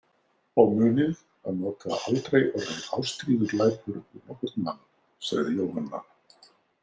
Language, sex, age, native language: Icelandic, male, 60-69, Icelandic